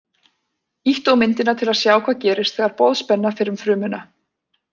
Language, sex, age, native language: Icelandic, female, 20-29, Icelandic